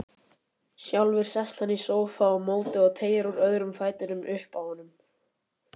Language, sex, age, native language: Icelandic, male, 18-19, Icelandic